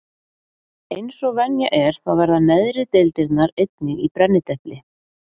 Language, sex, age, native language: Icelandic, female, 40-49, Icelandic